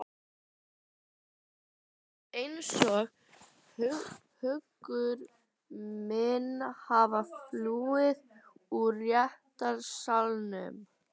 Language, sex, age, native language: Icelandic, other, 11, Icelandic